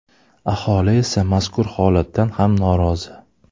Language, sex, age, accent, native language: Uzbek, male, 25-34, Toshkent shahri, Uzbek